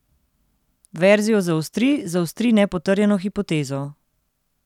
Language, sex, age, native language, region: Slovenian, female, 30-49, Slovenian, Central Slovenia